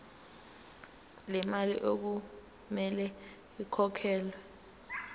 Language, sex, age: Zulu, female, 19